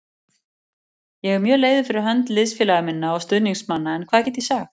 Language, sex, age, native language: Icelandic, female, 40-49, Icelandic